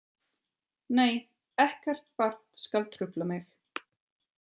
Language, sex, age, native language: Icelandic, female, 30-39, German